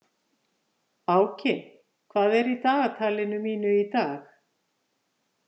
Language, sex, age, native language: Icelandic, female, 50-59, Icelandic